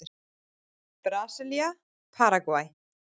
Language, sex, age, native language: Icelandic, female, 30-39, Icelandic